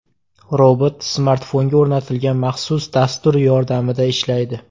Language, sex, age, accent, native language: Uzbek, male, 18-24, Farg'ona, Uzbek